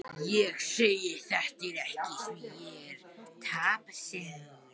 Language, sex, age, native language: Icelandic, male, 18-19, Icelandic